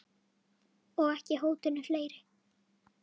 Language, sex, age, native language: Icelandic, female, 8, Icelandic